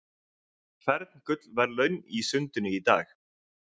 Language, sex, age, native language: Icelandic, male, 30-39, Icelandic